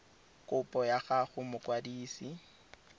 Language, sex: Tswana, male